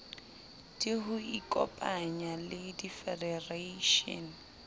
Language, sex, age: Southern Sotho, female, 25